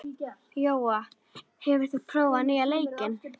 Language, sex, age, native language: Icelandic, female, 30-39, Icelandic